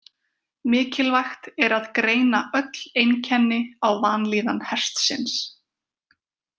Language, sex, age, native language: Icelandic, female, 20-29, Icelandic